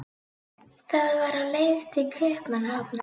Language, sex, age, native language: Icelandic, female, 11, Icelandic